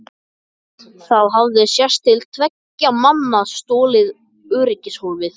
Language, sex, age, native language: Icelandic, male, 14, Icelandic